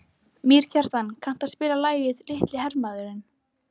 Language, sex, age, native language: Icelandic, female, 14, Icelandic